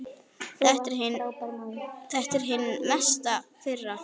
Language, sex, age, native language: Icelandic, female, 9, Icelandic